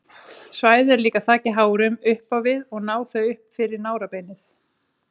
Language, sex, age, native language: Icelandic, female, 30-39, Icelandic